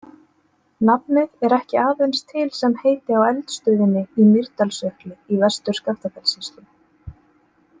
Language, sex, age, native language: Icelandic, female, 30-39, Icelandic